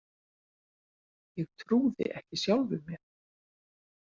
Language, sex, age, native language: Icelandic, female, 40-49, Icelandic